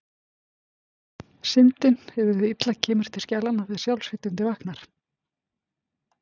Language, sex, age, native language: Icelandic, female, 50-59, Icelandic